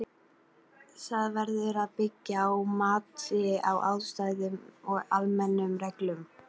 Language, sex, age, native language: Icelandic, female, 40-49, Icelandic